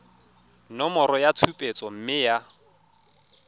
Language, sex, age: Tswana, male, 23